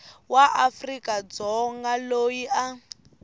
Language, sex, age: Tsonga, female, 18